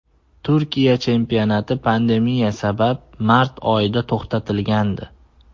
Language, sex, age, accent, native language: Uzbek, male, 18-24, Andijon, Uzbek